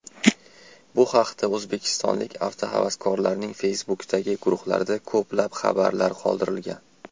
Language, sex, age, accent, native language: Uzbek, male, 19-29, Toshkent shahri, Uzbek